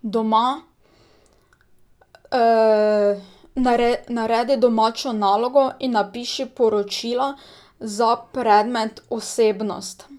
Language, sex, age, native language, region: Slovenian, female, 18-29, Slovenian, Drava region